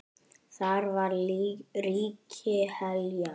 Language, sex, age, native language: Icelandic, male, 10, Icelandic